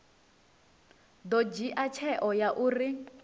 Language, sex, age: Venda, female, 19